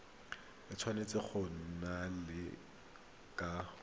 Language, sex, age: Tswana, male, 23